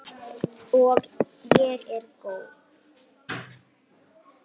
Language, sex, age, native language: Icelandic, female, 8, Icelandic